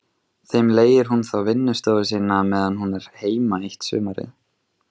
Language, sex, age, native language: Icelandic, male, 20-29, Icelandic